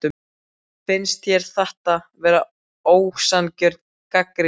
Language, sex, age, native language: Icelandic, male, 12, Icelandic